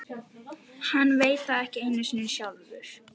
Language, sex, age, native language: Icelandic, female, 12, Icelandic